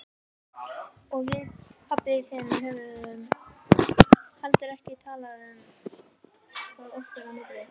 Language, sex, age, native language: Icelandic, female, 18-19, Icelandic